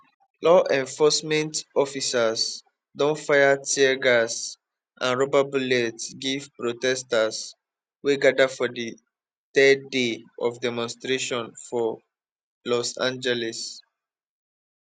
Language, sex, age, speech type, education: Nigerian Pidgin, male, 15-29, spontaneous, tertiary